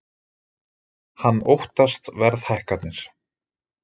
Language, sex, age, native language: Icelandic, male, 30-39, Icelandic